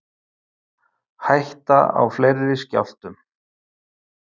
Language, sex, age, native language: Icelandic, male, 50-59, Icelandic